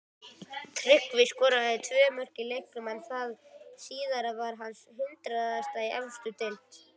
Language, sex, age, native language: Icelandic, female, 18-19, Icelandic